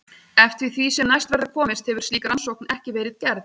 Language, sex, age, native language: Icelandic, female, 30-39, Icelandic